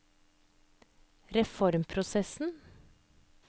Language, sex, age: Norwegian, female, 30